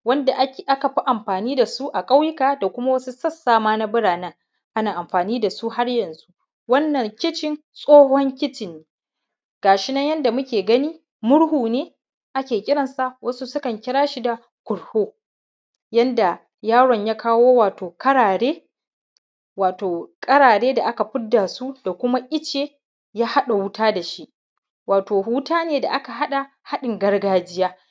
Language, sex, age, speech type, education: Hausa, male, 30-45, spontaneous, primary